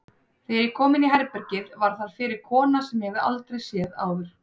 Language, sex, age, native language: Icelandic, female, 30-39, Icelandic